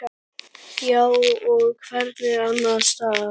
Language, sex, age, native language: Icelandic, male, 9, Icelandic